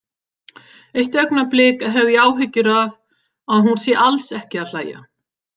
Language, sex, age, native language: Icelandic, female, 50-59, Icelandic